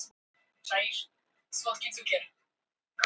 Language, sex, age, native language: Icelandic, female, 18-19, Icelandic